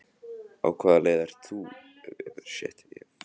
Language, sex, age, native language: Icelandic, other, 14, Icelandic